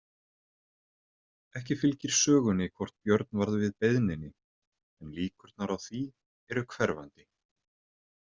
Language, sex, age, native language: Icelandic, male, 30-39, Icelandic